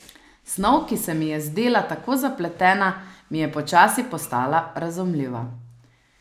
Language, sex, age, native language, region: Slovenian, female, 30-49, Slovenian, Savinja region